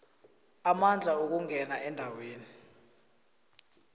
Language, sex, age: South Ndebele, male, 20